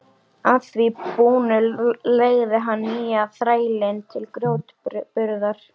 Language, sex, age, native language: Icelandic, female, 13, Icelandic